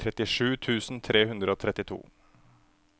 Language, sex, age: Norwegian, male, 27